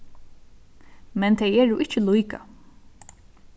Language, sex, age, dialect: Faroese, female, 15-35, Suðurstreymoy